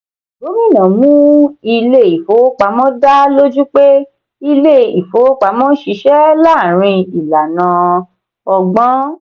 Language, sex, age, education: Yoruba, female, 15-29, tertiary